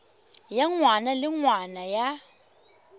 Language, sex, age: Tswana, female, 21